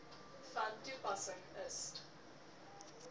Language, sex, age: Afrikaans, female, 18